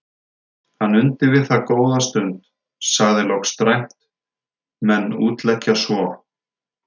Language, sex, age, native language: Icelandic, male, 30-39, Icelandic